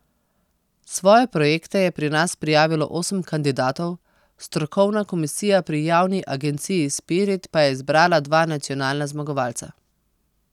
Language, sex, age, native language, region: Slovenian, female, 30-49, Slovenian, Posavska region